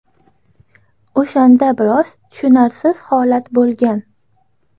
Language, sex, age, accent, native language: Uzbek, female, under 19, Toshkent shahri, Uzbek